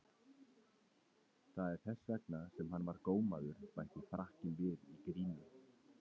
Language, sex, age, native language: Icelandic, male, 30-39, Icelandic